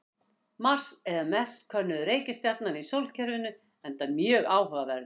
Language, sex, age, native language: Icelandic, female, 60-69, Icelandic